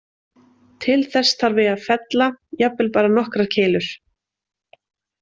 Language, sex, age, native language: Icelandic, female, 20-29, Icelandic